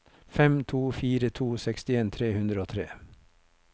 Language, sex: Norwegian, male